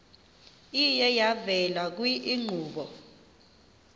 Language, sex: Xhosa, female